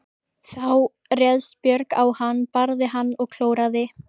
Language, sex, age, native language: Icelandic, female, 14, Icelandic